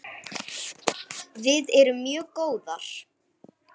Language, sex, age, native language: Icelandic, female, 9, Icelandic